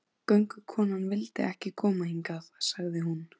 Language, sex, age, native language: Icelandic, female, 14, Icelandic